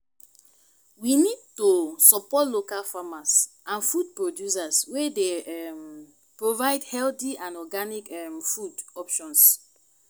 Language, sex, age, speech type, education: Nigerian Pidgin, female, 15-29, spontaneous, tertiary